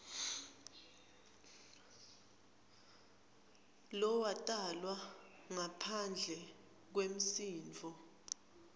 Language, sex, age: Swati, female, 20